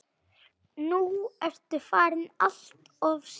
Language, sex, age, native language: Icelandic, male, 9, Icelandic